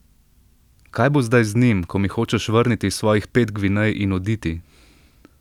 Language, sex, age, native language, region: Slovenian, male, 18-29, Slovenian, Central Slovenia